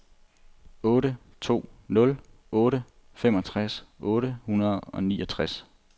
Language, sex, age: Danish, male, 25